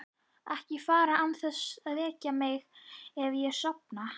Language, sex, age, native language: Icelandic, female, 11, Icelandic